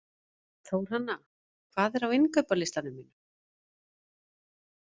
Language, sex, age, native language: Icelandic, female, 50-59, Icelandic